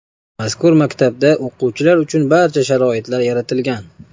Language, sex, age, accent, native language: Uzbek, male, 25-34, Namangan, Uzbek